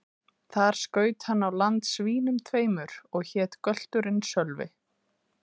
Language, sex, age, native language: Icelandic, female, 30-39, Icelandic